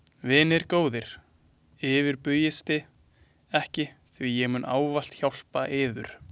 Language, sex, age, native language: Icelandic, male, 20-29, Icelandic